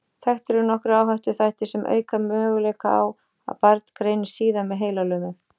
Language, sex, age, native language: Icelandic, female, 40-49, Icelandic